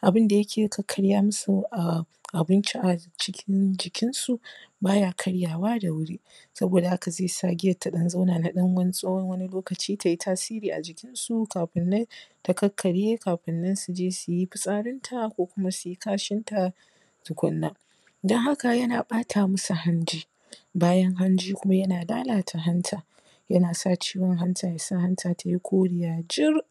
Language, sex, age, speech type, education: Hausa, female, 30-45, spontaneous, primary